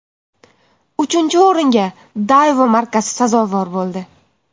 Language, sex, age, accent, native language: Uzbek, female, 18-24, Farg'ona, Uzbek